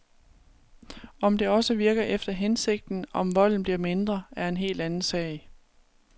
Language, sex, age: Danish, female, 36